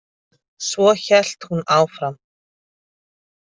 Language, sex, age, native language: Icelandic, female, 50-59, Icelandic